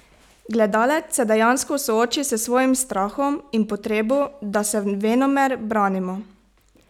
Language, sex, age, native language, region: Slovenian, female, 18-29, Slovenian, Pomurje region